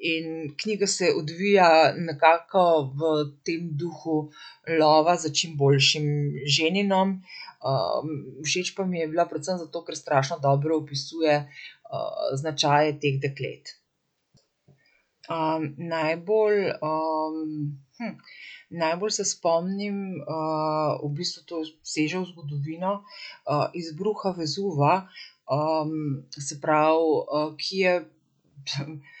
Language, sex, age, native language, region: Slovenian, female, 50-59, Slovenian, Central Slovenia